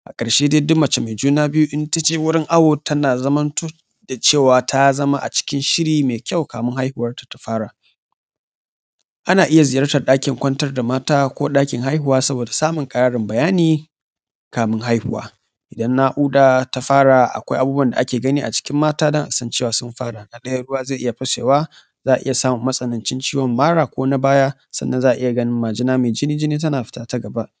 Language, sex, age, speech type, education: Hausa, male, 15-29, spontaneous, tertiary